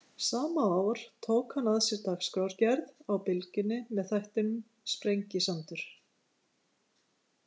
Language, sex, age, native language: Icelandic, female, 50-59, Icelandic